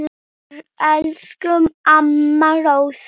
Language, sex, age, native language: Icelandic, male, 8, Icelandic